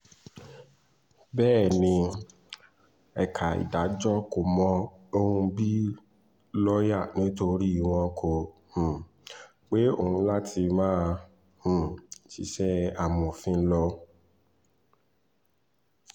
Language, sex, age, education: Yoruba, male, 15-29, tertiary